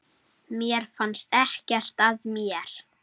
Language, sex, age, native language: Icelandic, male, 9, Icelandic